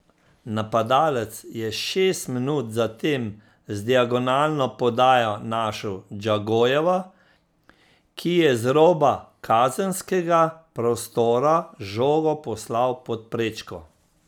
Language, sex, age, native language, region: Slovenian, male, 50-59, Slovenian, Central Slovenia